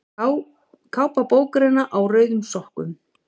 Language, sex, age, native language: Icelandic, female, 50-59, Icelandic